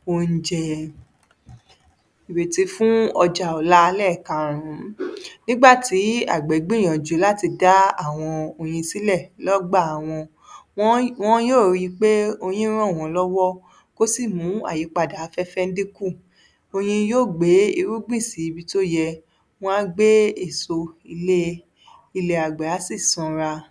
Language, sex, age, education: Yoruba, female, 30-45, tertiary